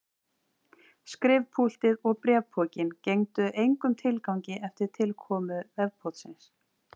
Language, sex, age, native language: Icelandic, female, 40-49, Icelandic